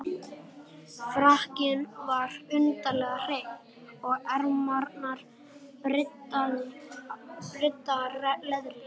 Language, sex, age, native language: Icelandic, male, 11, Icelandic